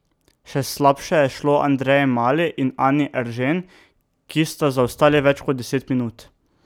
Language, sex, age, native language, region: Slovenian, male, 18-29, Slovenian, Drava region